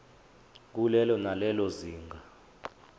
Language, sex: Zulu, male